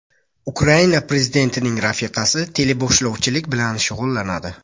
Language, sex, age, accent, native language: Uzbek, male, 25-34, Buxoro, Uzbek